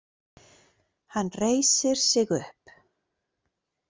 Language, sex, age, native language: Icelandic, female, 40-49, Icelandic